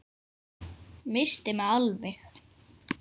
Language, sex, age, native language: Icelandic, female, 10, Icelandic